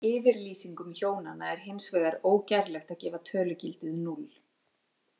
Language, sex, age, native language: Icelandic, female, 40-49, Icelandic